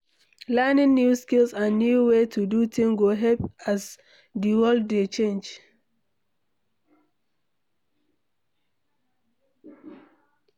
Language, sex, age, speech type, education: Nigerian Pidgin, female, 60+, read, secondary